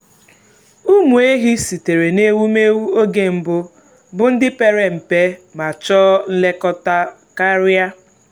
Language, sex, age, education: Igbo, female, 15-29, tertiary